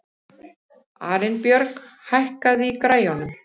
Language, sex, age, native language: Icelandic, female, 50-59, Icelandic